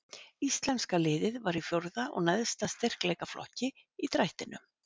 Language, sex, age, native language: Icelandic, female, 50-59, Icelandic